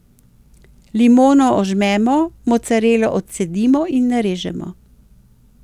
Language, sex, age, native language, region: Slovenian, female, 60+, Slovenian, Central Slovenia